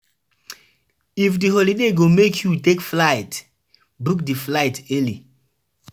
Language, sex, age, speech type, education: Nigerian Pidgin, male, 15-29, spontaneous, tertiary